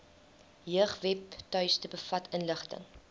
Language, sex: Afrikaans, female